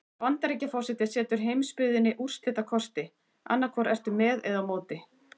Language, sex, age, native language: Icelandic, female, 40-49, Icelandic